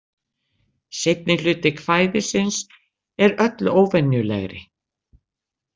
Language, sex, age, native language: Icelandic, female, 60-69, Icelandic